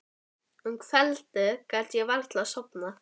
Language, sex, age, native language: Icelandic, female, 11, Icelandic